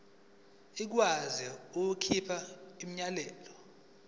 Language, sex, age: Zulu, male, 20